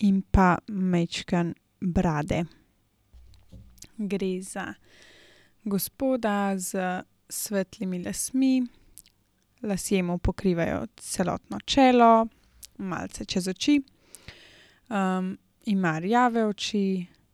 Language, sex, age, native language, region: Slovenian, female, 18-29, Slovenian, Gorenjska region